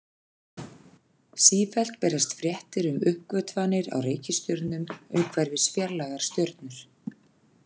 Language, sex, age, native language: Icelandic, female, 40-49, Icelandic